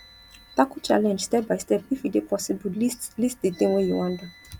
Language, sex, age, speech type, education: Nigerian Pidgin, female, 15-29, spontaneous, tertiary